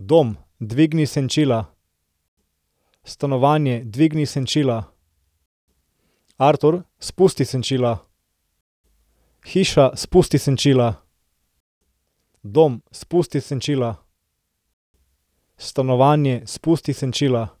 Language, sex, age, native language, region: Slovenian, male, 18-29, Slovenian, Central Slovenia